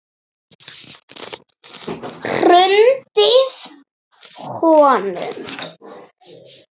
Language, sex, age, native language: Icelandic, female, 7, Icelandic